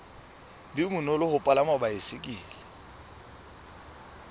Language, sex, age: Southern Sotho, male, 24